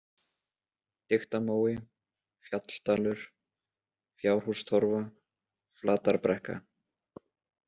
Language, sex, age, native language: Icelandic, male, 20-29, Icelandic